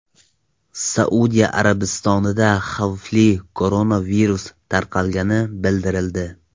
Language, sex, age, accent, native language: Uzbek, male, 18-24, Toshkent viloyati, Tajik